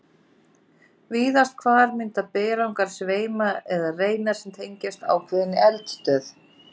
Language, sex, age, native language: Icelandic, female, 30-39, Icelandic